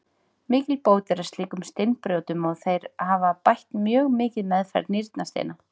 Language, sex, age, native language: Icelandic, female, 40-49, Icelandic